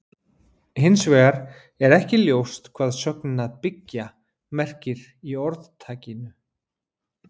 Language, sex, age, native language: Icelandic, male, 40-49, Icelandic